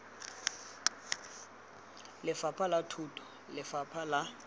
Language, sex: Tswana, male